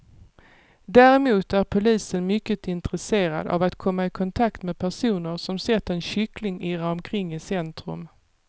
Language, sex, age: Swedish, female, 48